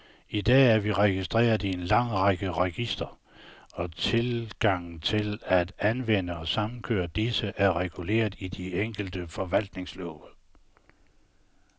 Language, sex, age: Danish, male, 69